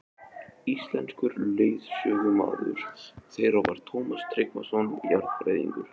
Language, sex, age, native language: Icelandic, male, 20-29, Icelandic